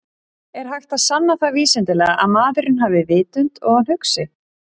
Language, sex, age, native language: Icelandic, female, 30-39, Icelandic